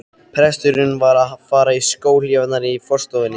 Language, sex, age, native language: Icelandic, male, 13, Icelandic